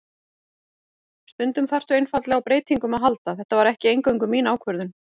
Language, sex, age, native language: Icelandic, female, 40-49, Icelandic